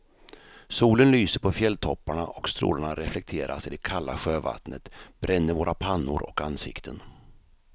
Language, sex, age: Swedish, male, 53